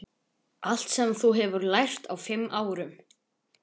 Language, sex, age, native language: Icelandic, male, 11, Icelandic